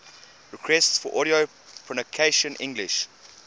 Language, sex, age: English, male, 20